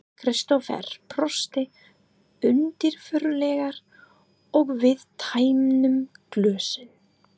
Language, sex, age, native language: Icelandic, female, 30-39, English